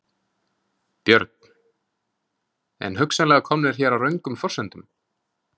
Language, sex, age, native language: Icelandic, male, 20-29, Icelandic